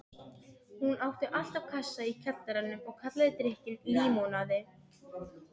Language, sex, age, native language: Icelandic, female, 12, Serbo-Croatian